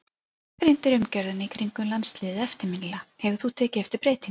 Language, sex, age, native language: Icelandic, female, 40-49, Icelandic